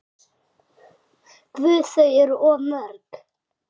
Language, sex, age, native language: Icelandic, male, 6, Icelandic